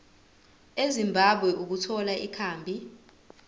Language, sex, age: Zulu, female, 20